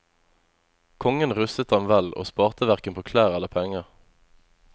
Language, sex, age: Norwegian, male, 25